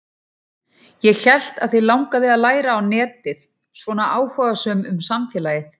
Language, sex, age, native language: Icelandic, female, 40-49, Icelandic